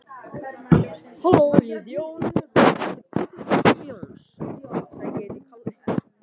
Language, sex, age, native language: Icelandic, male, 18-19, Vietnamese